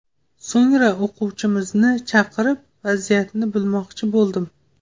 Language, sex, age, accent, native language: Uzbek, female, 18-24, Toshkent viloyati, Uzbek